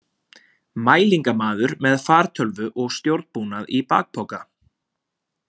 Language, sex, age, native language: Icelandic, male, 20-29, Icelandic